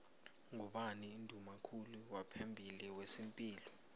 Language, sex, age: South Ndebele, male, 20